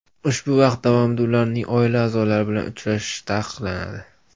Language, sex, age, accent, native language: Uzbek, male, 18-24, Farg'ona, Uzbek